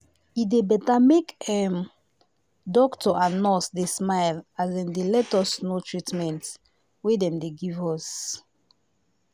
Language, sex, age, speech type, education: Nigerian Pidgin, female, 15-29, spontaneous, tertiary